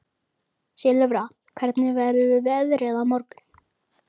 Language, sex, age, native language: Icelandic, female, 30-39, Icelandic